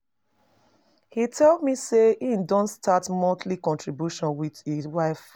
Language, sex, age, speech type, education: Nigerian Pidgin, female, 30-45, spontaneous, tertiary